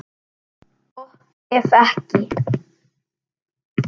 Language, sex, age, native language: Icelandic, male, 9, Icelandic